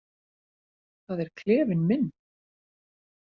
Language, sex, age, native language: Icelandic, female, 40-49, Icelandic